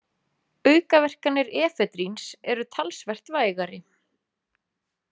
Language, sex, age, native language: Icelandic, female, 30-39, Icelandic